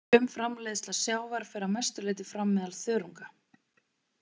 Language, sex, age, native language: Icelandic, female, 30-39, Icelandic